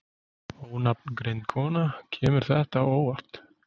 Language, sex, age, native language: Icelandic, male, 40-49, Icelandic